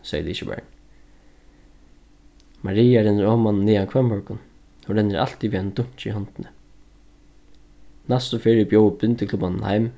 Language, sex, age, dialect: Faroese, male, 15-35, Suðurstreymoy